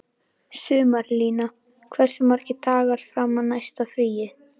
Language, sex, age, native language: Icelandic, female, 11, Icelandic